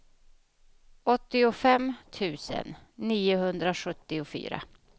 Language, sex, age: Swedish, female, 31